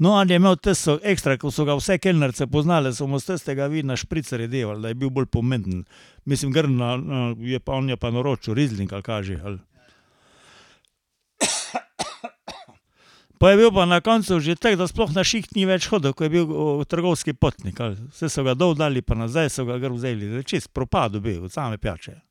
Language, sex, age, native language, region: Slovenian, male, 60+, Slovenian, Carinthia region